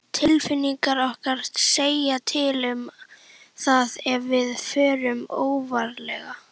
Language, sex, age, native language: Icelandic, female, 11, Icelandic